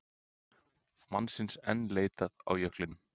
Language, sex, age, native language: Icelandic, male, 30-39, Icelandic